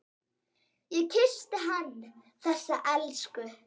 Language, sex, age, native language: Icelandic, female, 10, Icelandic